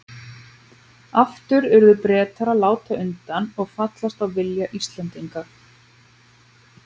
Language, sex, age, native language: Icelandic, female, 30-39, Icelandic